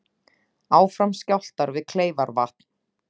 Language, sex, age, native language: Icelandic, female, 30-39, Icelandic